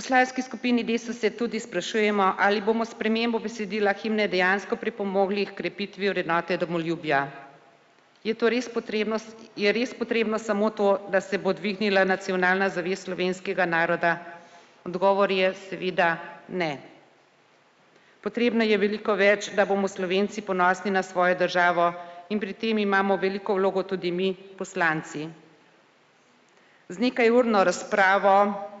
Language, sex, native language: Slovenian, female, Slovenian